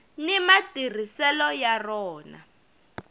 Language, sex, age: Tsonga, female, 22